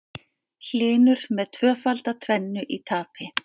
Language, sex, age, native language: Icelandic, female, 50-59, Icelandic